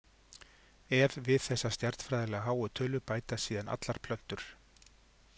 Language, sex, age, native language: Icelandic, male, 50-59, Icelandic